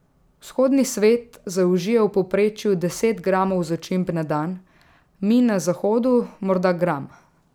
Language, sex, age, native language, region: Slovenian, female, 18-29, Slovenian, Drava region